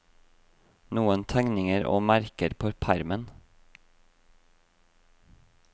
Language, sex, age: Norwegian, male, 26